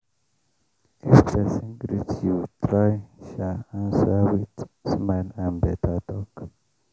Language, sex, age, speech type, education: Nigerian Pidgin, male, 30-45, spontaneous, tertiary